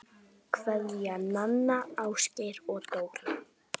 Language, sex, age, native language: Icelandic, female, 10, Icelandic